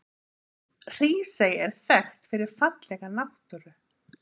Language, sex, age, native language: Icelandic, female, 50-59, Icelandic